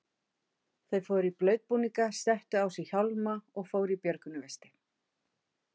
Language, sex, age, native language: Icelandic, female, 50-59, Icelandic